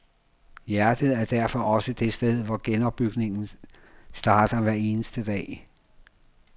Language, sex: Danish, male